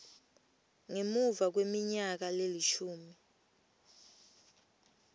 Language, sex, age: Swati, female, 21